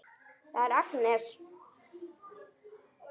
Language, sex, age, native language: Icelandic, male, 9, Icelandic